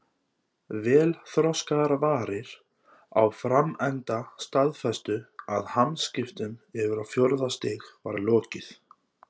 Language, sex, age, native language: Icelandic, male, 30-39, Icelandic